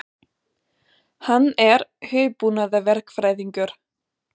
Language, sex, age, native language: Icelandic, female, 20-29, German